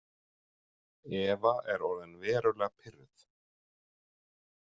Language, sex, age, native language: Icelandic, male, 40-49, Icelandic